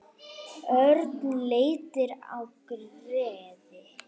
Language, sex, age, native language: Icelandic, female, 9, Icelandic